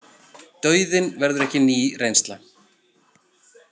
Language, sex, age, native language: Icelandic, male, 40-49, Icelandic